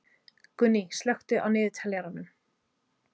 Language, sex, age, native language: Icelandic, female, 30-39, Icelandic